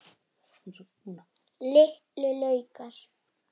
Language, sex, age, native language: Icelandic, female, 7, Icelandic